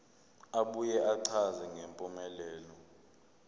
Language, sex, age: Zulu, male, 22